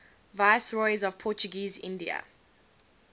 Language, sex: English, female